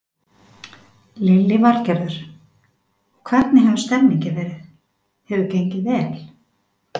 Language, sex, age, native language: Icelandic, female, 50-59, Icelandic